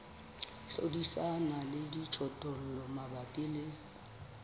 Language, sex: Southern Sotho, female